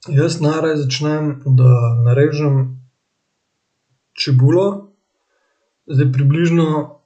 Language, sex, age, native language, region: Slovenian, male, 18-29, Slovenian, Central Slovenia